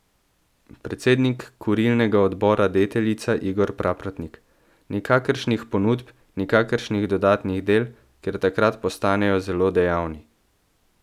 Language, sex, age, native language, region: Slovenian, male, 18-29, Slovenian, Central Slovenia